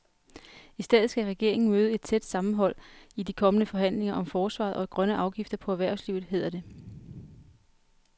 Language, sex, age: Danish, female, 33